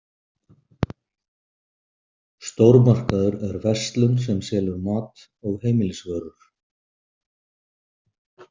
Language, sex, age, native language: Icelandic, male, 50-59, Icelandic